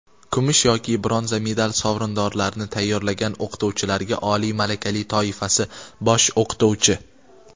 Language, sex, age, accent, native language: Uzbek, male, 18-24, Qashqadaryo, Uzbek